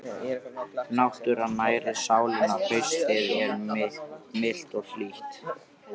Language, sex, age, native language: Icelandic, male, 13, Icelandic